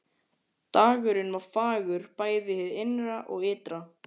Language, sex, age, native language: Icelandic, male, 14, Icelandic